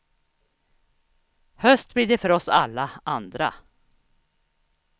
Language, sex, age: Swedish, female, 61